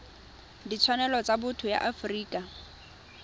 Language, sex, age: Tswana, female, 21